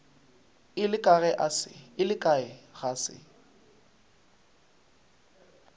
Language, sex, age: Northern Sotho, male, 23